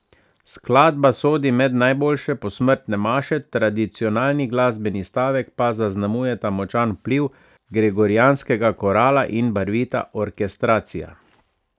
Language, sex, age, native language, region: Slovenian, male, 30-49, Slovenian, Savinja region